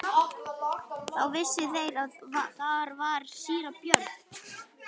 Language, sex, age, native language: Icelandic, male, 11, Icelandic